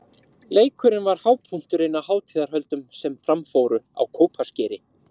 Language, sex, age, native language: Icelandic, male, 30-39, Icelandic